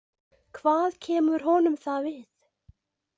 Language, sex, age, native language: Icelandic, female, 20-29, Icelandic